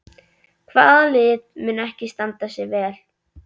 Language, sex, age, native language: Icelandic, female, 11, Icelandic